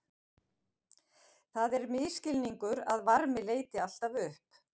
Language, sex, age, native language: Icelandic, female, 50-59, Icelandic